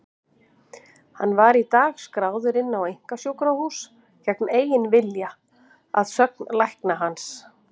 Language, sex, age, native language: Icelandic, female, 50-59, Icelandic